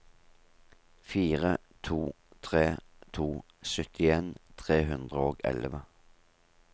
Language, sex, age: Norwegian, male, 38